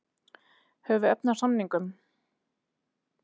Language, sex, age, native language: Icelandic, female, 30-39, Icelandic